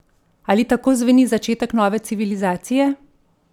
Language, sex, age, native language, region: Slovenian, female, 50-59, Slovenian, Central Slovenia